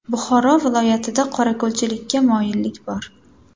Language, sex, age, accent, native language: Uzbek, female, 18-24, Samarqand, Uzbek